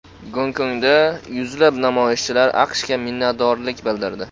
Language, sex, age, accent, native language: Uzbek, male, 18-24, Farg'ona, Uzbek